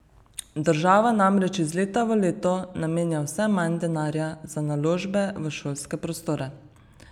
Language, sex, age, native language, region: Slovenian, female, 30-49, Slovenian, Savinja region